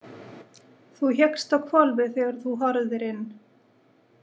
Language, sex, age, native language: Icelandic, female, 40-49, Icelandic